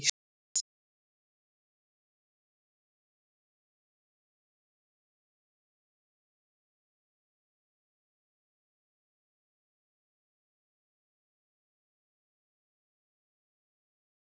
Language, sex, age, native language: Icelandic, male, 18-19, Icelandic